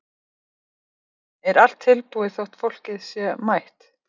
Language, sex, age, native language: Icelandic, female, 30-39, Icelandic